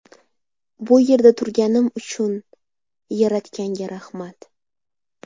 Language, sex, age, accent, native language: Uzbek, female, 18-24, Samarqand, Uzbek